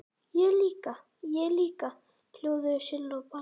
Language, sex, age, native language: Icelandic, male, 11, Icelandic